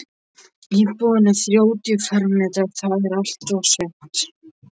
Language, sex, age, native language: Icelandic, male, 13, Icelandic